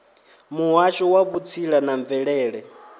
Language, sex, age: Venda, male, 23